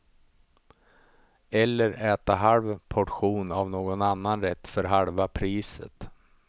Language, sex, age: Swedish, male, 35